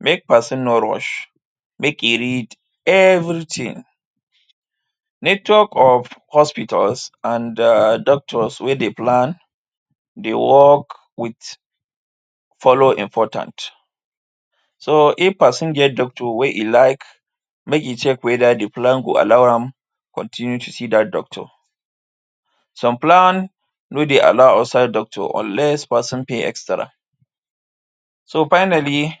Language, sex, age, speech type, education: Nigerian Pidgin, male, 30-45, spontaneous, tertiary